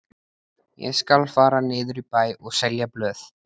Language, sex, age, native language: Icelandic, male, 14, Icelandic